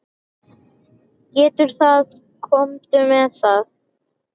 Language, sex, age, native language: Icelandic, male, 10, Icelandic